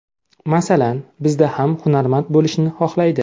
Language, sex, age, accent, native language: Uzbek, male, 25-34, Samarqand, Uzbek